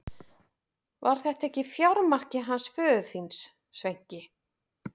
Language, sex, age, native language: Icelandic, female, 40-49, Icelandic